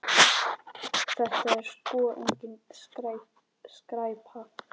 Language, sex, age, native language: Icelandic, male, 10, Icelandic